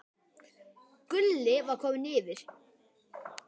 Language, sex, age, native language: Icelandic, male, 10, Icelandic